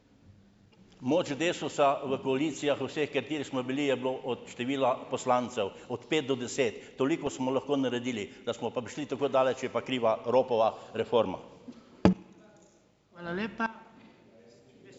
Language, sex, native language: Slovenian, male, Slovenian